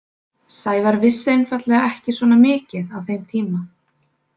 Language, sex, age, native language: Icelandic, female, 20-29, Icelandic